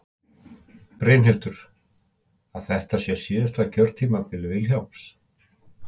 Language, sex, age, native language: Icelandic, male, 50-59, Icelandic